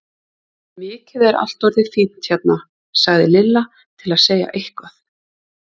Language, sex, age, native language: Icelandic, female, 30-39, Icelandic